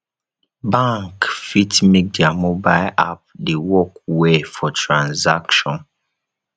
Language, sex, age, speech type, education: Nigerian Pidgin, male, 15-29, spontaneous, tertiary